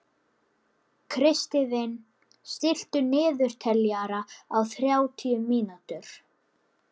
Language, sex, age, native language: Icelandic, male, 11, Icelandic